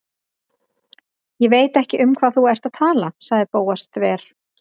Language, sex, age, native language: Icelandic, female, 30-39, Icelandic